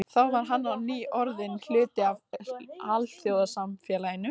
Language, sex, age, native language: Icelandic, female, 18-19, Icelandic